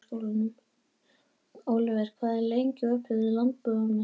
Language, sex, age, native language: Icelandic, female, 11, Icelandic